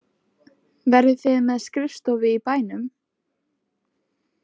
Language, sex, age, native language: Icelandic, female, 20-29, Icelandic